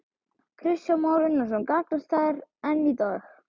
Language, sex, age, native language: Icelandic, male, 12, Icelandic